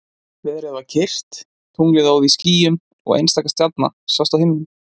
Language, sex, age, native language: Icelandic, male, 20-29, Icelandic